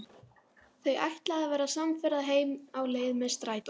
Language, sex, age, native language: Icelandic, female, 12, Icelandic